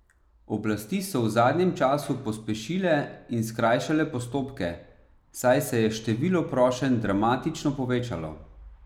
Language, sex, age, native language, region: Slovenian, male, 30-49, Slovenian, Savinja region